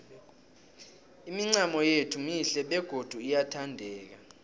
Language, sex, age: South Ndebele, male, 18